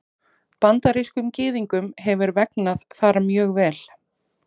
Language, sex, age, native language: Icelandic, female, 30-39, Icelandic